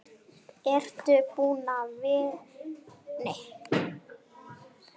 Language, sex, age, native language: Icelandic, male, 7, Icelandic